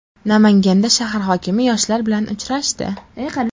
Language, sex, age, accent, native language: Uzbek, female, 12-17, Farg'ona, Uzbek